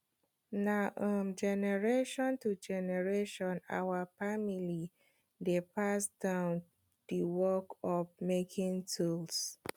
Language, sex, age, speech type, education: Nigerian Pidgin, female, 15-29, spontaneous, tertiary